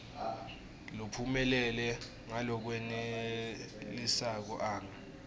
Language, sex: Swati, male